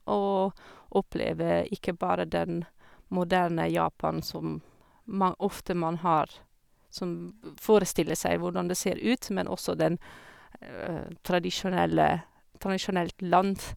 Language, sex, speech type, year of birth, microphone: Norwegian, female, spontaneous, 1978, Sennheiser